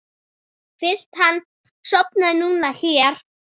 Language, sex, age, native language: Icelandic, female, 7, Icelandic